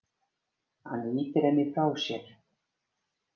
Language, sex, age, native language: Icelandic, female, 50-59, Icelandic